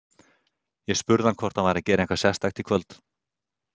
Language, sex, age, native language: Icelandic, male, 30-39, Icelandic